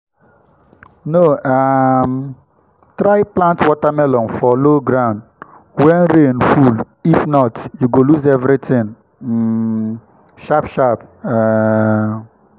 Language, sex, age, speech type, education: Nigerian Pidgin, male, 15-29, spontaneous, tertiary